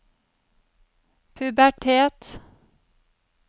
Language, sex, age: Norwegian, female, 35